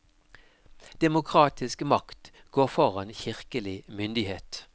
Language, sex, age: Norwegian, male, 52